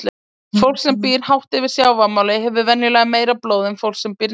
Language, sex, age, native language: Icelandic, female, 20-29, Icelandic